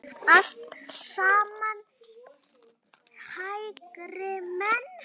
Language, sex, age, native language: Icelandic, female, 9, Icelandic